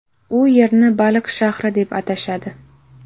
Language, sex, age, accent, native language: Uzbek, female, 18-24, Navoiy, Uzbek